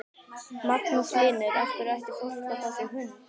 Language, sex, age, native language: Icelandic, female, 11, Icelandic